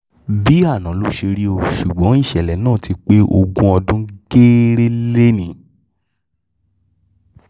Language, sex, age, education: Yoruba, male, 15-29, tertiary